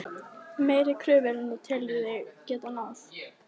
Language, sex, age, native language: Icelandic, female, 15, Icelandic